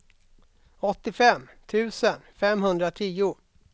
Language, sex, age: Swedish, male, 32